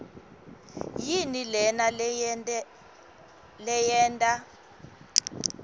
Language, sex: Swati, female